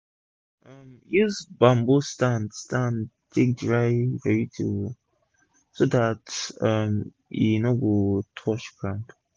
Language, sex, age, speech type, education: Nigerian Pidgin, male, 15-29, spontaneous, tertiary